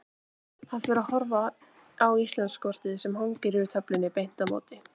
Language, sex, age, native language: Icelandic, female, 18-19, Icelandic